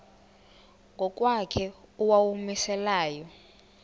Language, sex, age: Xhosa, female, 20